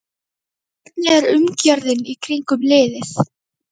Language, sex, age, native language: Icelandic, female, 11, Icelandic